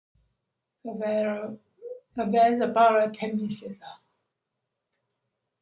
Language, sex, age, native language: Icelandic, female, 60-69, English